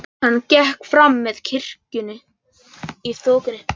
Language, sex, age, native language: Icelandic, male, 11, Icelandic